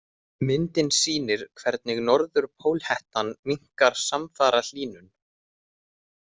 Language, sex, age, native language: Icelandic, male, 18-19, Icelandic